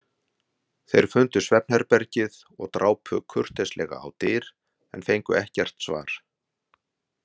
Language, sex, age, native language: Icelandic, male, 60-69, Icelandic